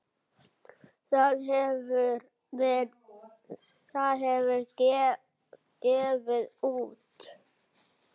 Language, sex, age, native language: Icelandic, male, 7, Icelandic